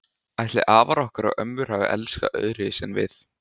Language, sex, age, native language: Icelandic, male, 15, Icelandic